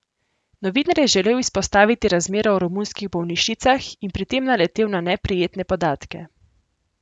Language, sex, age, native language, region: Slovenian, female, 18-29, Slovenian, Central Slovenia